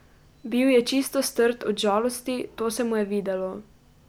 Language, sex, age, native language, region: Slovenian, female, 12-17, Slovenian, Pomurje region